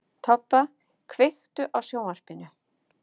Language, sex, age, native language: Icelandic, female, 50-59, Icelandic